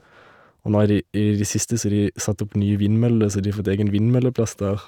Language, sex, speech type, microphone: Norwegian, male, spontaneous, Shure